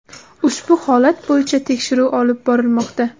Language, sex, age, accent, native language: Uzbek, female, 18-24, Samarqand, Uzbek